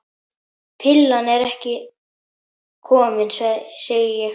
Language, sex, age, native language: Icelandic, male, 10, Icelandic